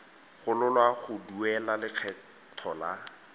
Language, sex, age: Tswana, male, 18